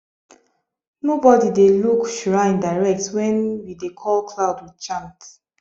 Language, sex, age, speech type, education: Nigerian Pidgin, female, 15-29, spontaneous, tertiary